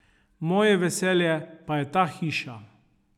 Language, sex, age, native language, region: Slovenian, male, 30-49, Slovenian, Savinja region